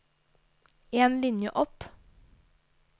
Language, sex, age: Norwegian, female, 22